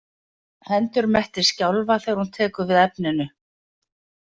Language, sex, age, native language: Icelandic, female, 50-59, Icelandic